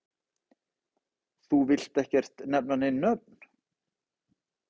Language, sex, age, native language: Icelandic, male, 30-39, Icelandic